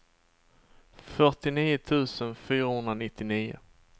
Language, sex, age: Swedish, male, 27